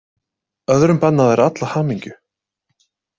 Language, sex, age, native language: Icelandic, male, 30-39, Icelandic